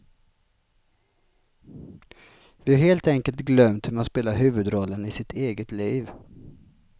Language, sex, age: Swedish, male, 33